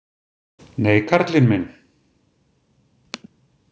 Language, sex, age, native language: Icelandic, male, 60-69, Icelandic